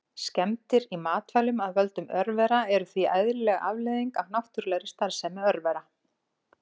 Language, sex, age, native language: Icelandic, female, 40-49, Icelandic